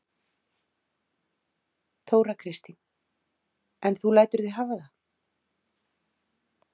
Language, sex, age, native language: Icelandic, female, 40-49, Icelandic